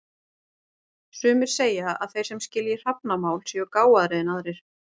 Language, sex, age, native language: Icelandic, female, 40-49, Icelandic